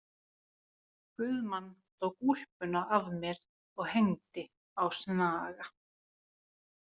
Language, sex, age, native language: Icelandic, female, 40-49, Finnish